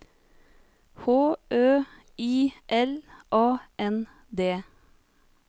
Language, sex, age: Norwegian, female, 30